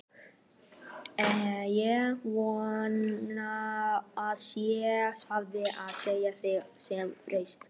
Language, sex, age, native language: Icelandic, male, 12, Icelandic